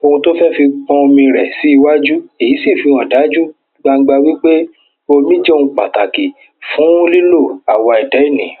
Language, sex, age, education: Yoruba, male, 15-29, tertiary